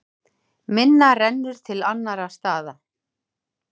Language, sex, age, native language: Icelandic, female, 40-49, Icelandic